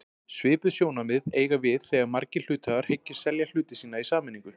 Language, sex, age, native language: Icelandic, male, 40-49, Icelandic